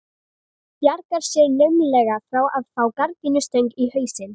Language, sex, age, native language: Icelandic, female, 13, Icelandic